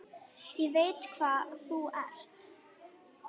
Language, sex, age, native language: Icelandic, female, 9, Icelandic